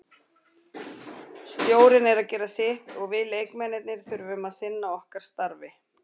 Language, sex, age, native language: Icelandic, female, 40-49, Icelandic